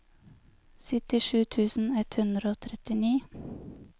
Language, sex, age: Norwegian, female, 23